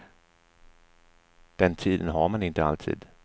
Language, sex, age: Swedish, male, 34